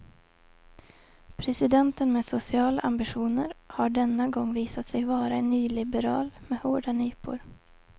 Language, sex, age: Swedish, female, 20